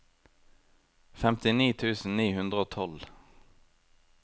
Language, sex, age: Norwegian, male, 23